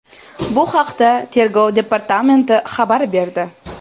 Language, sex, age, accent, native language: Uzbek, female, 18-24, Toshkent viloyati, Uzbek